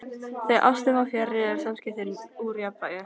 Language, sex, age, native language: Icelandic, female, 13, Icelandic